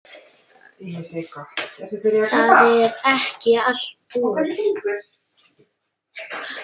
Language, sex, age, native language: Icelandic, female, 8, Icelandic